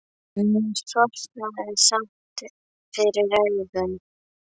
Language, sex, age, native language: Icelandic, female, 11, Icelandic